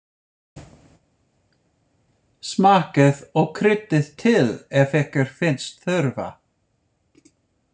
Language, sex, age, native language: Icelandic, male, 50-59, English